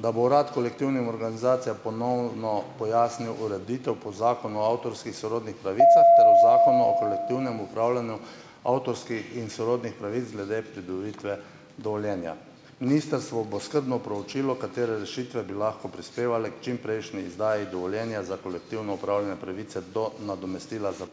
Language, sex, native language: Slovenian, male, Slovenian